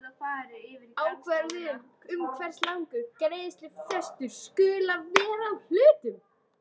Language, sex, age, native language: Icelandic, female, 13, Icelandic